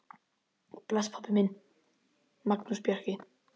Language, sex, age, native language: Icelandic, male, 10, Icelandic